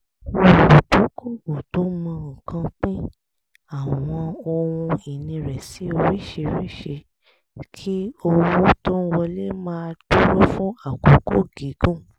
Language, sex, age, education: Yoruba, female, 30-45, tertiary